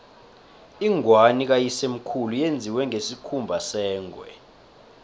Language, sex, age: South Ndebele, male, 23